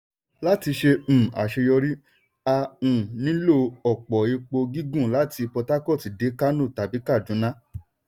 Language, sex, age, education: Yoruba, male, 15-29, tertiary